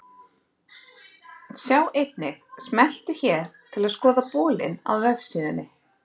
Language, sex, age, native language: Icelandic, female, 30-39, Icelandic